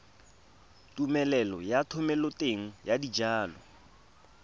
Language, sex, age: Tswana, male, 22